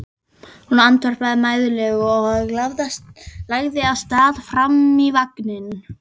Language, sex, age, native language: Icelandic, female, 11, Icelandic